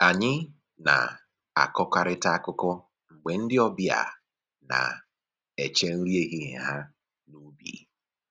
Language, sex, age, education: Igbo, male, 15-29, tertiary